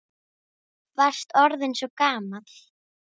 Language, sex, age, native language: Icelandic, female, 10, Icelandic